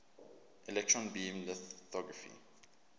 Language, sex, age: English, male, 24